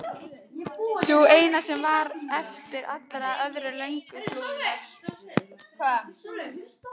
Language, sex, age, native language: Icelandic, female, 11, Icelandic